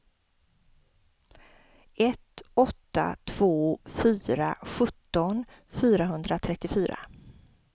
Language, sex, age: Swedish, female, 50